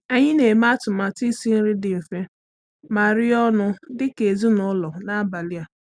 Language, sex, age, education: Igbo, female, 30-45, tertiary